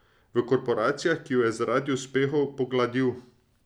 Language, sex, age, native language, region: Slovenian, male, 30-49, Slovenian, Drava region